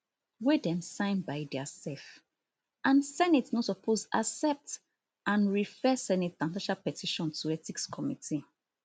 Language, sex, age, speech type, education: Nigerian Pidgin, female, 30-45, spontaneous, tertiary